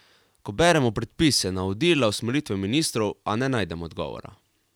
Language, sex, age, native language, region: Slovenian, male, 18-29, Slovenian, Carinthia region